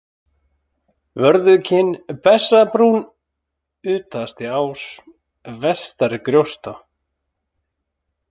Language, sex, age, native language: Icelandic, male, 30-39, Icelandic